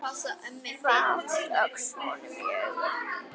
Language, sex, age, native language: Icelandic, female, 10, Icelandic